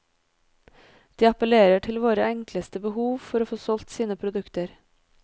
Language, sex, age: Norwegian, female, 30